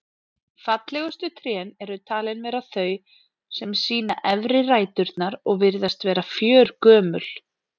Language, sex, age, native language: Icelandic, female, 30-39, Icelandic